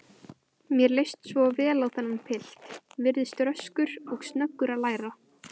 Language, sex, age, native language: Icelandic, female, 18-19, Icelandic